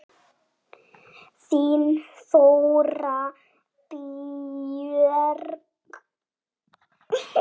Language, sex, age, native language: Icelandic, female, 7, Icelandic